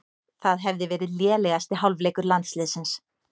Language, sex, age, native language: Icelandic, female, 30-39, Icelandic